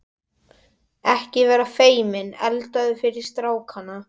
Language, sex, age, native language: Icelandic, male, 12, Icelandic